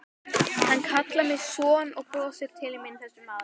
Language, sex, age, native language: Icelandic, female, 11, Icelandic